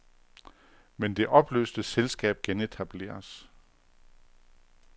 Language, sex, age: Danish, male, 48